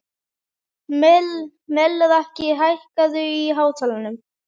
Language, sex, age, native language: Icelandic, female, 11, Icelandic